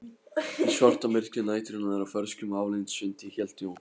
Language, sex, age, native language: Icelandic, male, 15, Polish